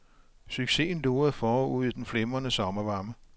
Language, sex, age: Danish, male, 57